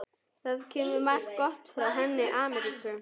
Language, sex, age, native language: Icelandic, female, 11, German